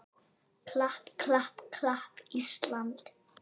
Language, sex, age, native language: Icelandic, female, 7, Icelandic